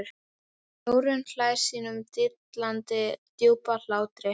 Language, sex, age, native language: Icelandic, female, 12, Icelandic